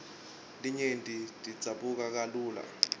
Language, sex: Swati, male